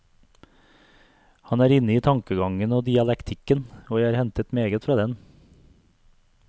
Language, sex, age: Norwegian, male, 42